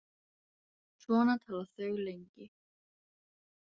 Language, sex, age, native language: Icelandic, female, 18-19, Icelandic